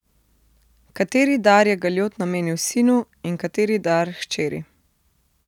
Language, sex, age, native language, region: Slovenian, female, 30-49, Slovenian, Central Slovenia